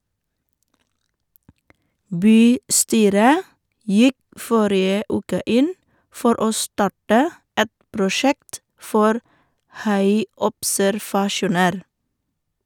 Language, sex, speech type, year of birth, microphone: Norwegian, female, read, 1979, Shure